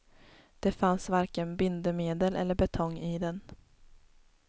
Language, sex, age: Swedish, female, 19